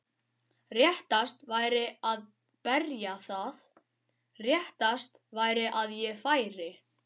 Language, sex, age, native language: Icelandic, male, 12, Icelandic